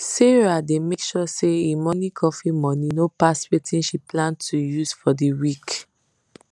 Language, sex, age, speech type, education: Nigerian Pidgin, female, 30-45, spontaneous, secondary